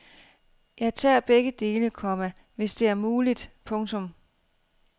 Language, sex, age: Danish, female, 32